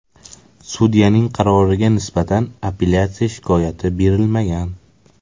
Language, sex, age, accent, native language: Uzbek, male, 18-24, Samarqand, Uzbek